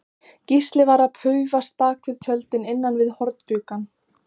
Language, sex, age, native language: Icelandic, female, 14, Icelandic